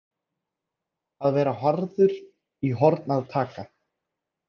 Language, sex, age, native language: Icelandic, male, 30-39, Icelandic